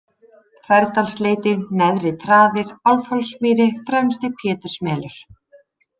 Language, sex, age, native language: Icelandic, female, 30-39, Icelandic